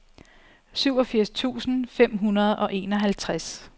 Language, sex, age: Danish, female, 34